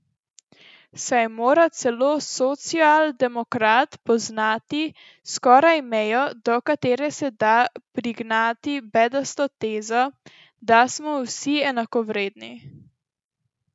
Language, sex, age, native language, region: Slovenian, female, 12-17, Slovenian, Central Slovenia